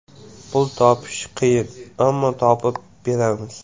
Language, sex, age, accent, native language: Uzbek, male, 18-24, Jizzax, Uzbek